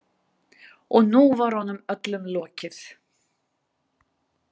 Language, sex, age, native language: Icelandic, female, 60-69, Icelandic